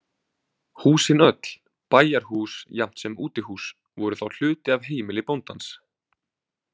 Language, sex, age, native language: Icelandic, male, 20-29, Icelandic